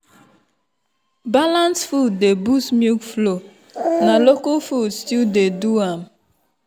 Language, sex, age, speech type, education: Nigerian Pidgin, female, 15-29, spontaneous, tertiary